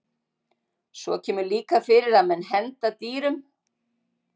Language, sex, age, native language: Icelandic, female, 60-69, Icelandic